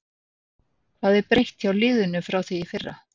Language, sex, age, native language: Icelandic, female, 60-69, Icelandic